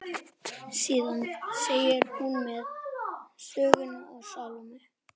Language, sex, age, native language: Icelandic, male, 11, Icelandic